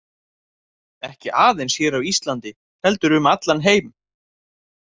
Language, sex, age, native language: Icelandic, male, 30-39, Icelandic